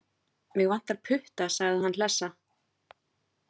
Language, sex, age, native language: Icelandic, female, 30-39, Icelandic